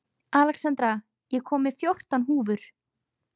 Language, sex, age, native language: Icelandic, female, 20-29, Icelandic